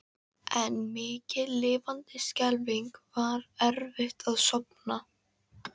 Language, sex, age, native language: Icelandic, female, 13, Icelandic